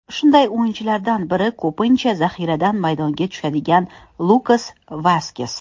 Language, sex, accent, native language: Uzbek, female, Toshkent shahri, Uzbek